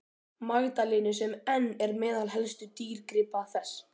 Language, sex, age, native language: Icelandic, male, 12, Icelandic